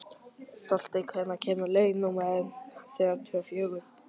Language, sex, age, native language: Icelandic, male, 12, Icelandic